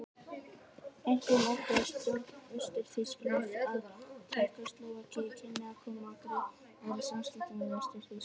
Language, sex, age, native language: Icelandic, male, 18-19, Icelandic